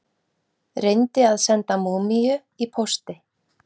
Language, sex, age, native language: Icelandic, female, 40-49, Icelandic